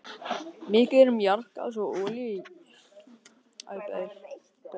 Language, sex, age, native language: Icelandic, male, 18-19, Icelandic